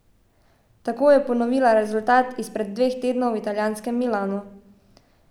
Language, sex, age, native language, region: Slovenian, female, 18-29, Slovenian, Savinja region